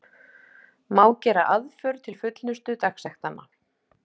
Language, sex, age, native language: Icelandic, female, 50-59, Icelandic